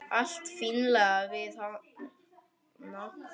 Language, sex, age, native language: Icelandic, male, 9, Icelandic